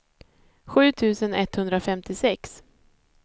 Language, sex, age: Swedish, female, 30